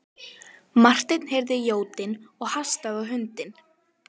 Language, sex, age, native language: Icelandic, female, 12, Icelandic